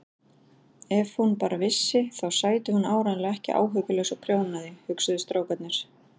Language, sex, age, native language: Icelandic, female, 40-49, Icelandic